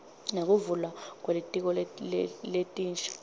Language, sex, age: Swati, female, 25